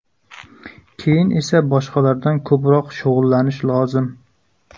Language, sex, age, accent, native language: Uzbek, male, 25-34, Jizzax, Uzbek